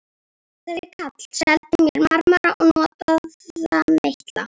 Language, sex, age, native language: Icelandic, female, 11, Icelandic